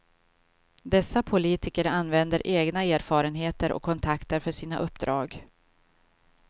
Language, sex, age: Swedish, female, 52